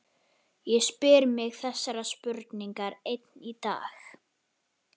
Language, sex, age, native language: Icelandic, male, 11, Icelandic